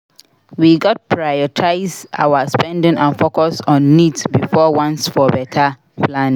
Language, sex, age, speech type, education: Nigerian Pidgin, female, 46-60, read, secondary